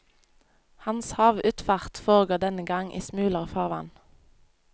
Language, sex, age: Norwegian, female, 25